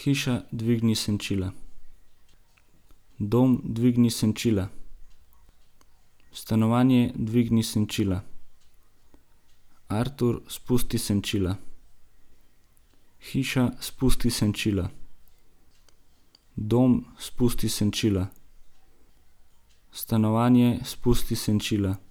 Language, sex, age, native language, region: Slovenian, male, 18-29, Slovenian, Gorenjska region